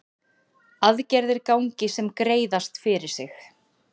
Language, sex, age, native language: Icelandic, female, 30-39, Icelandic